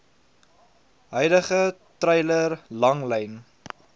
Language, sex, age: Afrikaans, male, 22